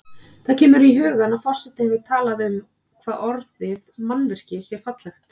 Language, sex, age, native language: Icelandic, female, 30-39, Icelandic